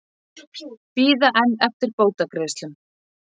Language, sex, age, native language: Icelandic, female, 40-49, Icelandic